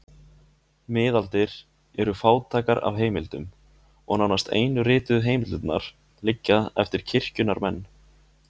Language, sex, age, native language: Icelandic, male, 20-29, Icelandic